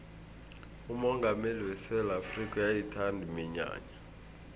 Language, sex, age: South Ndebele, male, 20